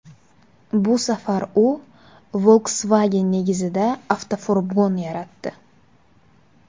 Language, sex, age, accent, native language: Uzbek, female, 19-29, Farg'ona, Uzbek